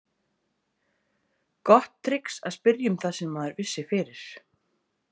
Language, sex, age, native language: Icelandic, female, 30-39, Icelandic